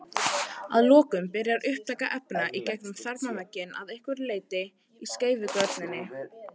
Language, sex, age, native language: Icelandic, female, 18-19, Icelandic